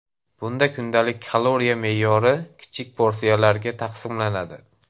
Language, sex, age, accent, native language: Uzbek, male, 18-24, Andijon, Uzbek